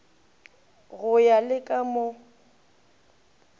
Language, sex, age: Northern Sotho, female, 18